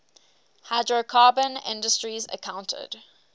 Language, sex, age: English, female, 18